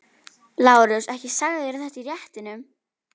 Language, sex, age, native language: Icelandic, female, 12, Icelandic